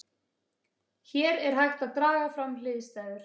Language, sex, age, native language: Icelandic, female, 30-39, Icelandic